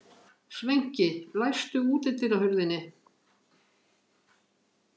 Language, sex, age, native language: Icelandic, female, 50-59, Icelandic